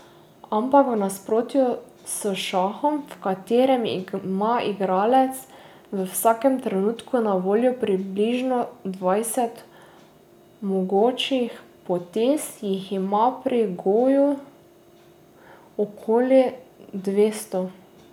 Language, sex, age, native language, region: Slovenian, female, 18-29, Slovenian, Drava region